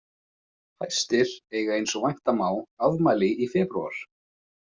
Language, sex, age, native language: Icelandic, male, 20-29, Icelandic